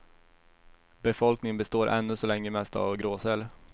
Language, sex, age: Swedish, male, 21